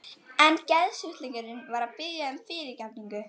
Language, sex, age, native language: Icelandic, female, 12, Icelandic